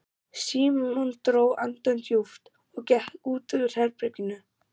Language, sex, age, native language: Icelandic, male, 12, German